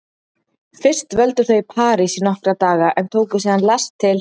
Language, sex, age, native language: Icelandic, female, 30-39, Icelandic